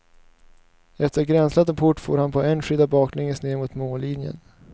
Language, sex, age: Swedish, male, 19